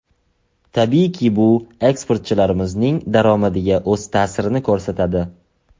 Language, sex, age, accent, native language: Uzbek, male, 18-24, Toshkent shahri, Uzbek